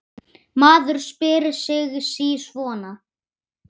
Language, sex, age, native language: Icelandic, male, 8, Icelandic